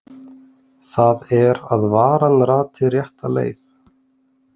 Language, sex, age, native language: Icelandic, male, 20-29, Icelandic